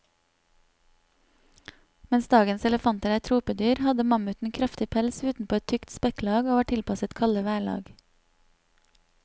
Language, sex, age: Norwegian, female, 27